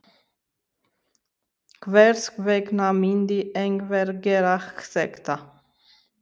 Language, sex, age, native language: Icelandic, female, 30-39, Romanian